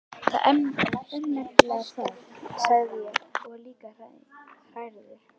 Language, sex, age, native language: Icelandic, female, 11, Icelandic